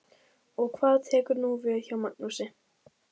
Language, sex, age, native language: Icelandic, female, 15, Icelandic